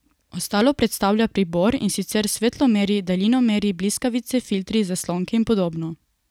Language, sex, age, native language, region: Slovenian, female, 18-29, Slovenian, Coastal Karst region